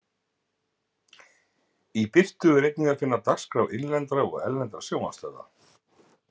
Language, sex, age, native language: Icelandic, male, 50-59, Icelandic